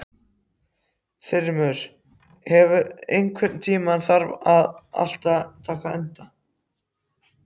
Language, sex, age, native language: Icelandic, other, 14, Icelandic